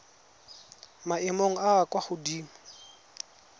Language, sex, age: Tswana, male, 20